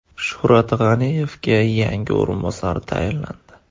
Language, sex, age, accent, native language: Uzbek, male, 18-24, Andijon, Uzbek